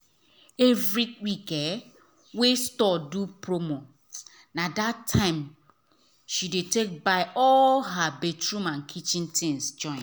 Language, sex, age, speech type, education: Nigerian Pidgin, female, 30-45, spontaneous, tertiary